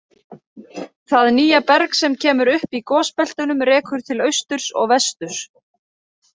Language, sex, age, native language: Icelandic, female, 30-39, Icelandic